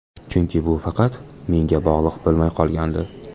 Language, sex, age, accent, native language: Uzbek, male, 18-24, Toshkent viloyati, Uzbek